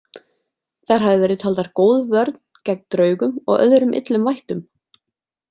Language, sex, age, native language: Icelandic, female, 30-39, Icelandic